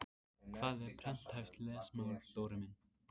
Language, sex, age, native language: Icelandic, male, 14, Icelandic